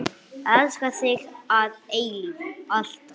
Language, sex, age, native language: Icelandic, male, 9, English